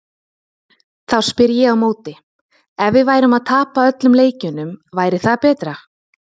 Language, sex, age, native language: Icelandic, female, 30-39, Icelandic